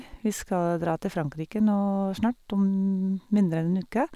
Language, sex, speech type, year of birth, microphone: Norwegian, female, spontaneous, 1971, Sennheiser